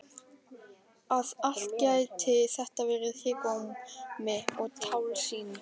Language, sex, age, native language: Icelandic, male, 12, Icelandic